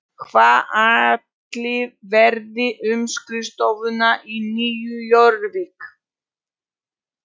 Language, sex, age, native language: Icelandic, female, 40-49, Polish